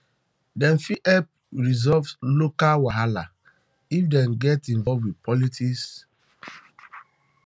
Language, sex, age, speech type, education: Nigerian Pidgin, male, 30-45, spontaneous, tertiary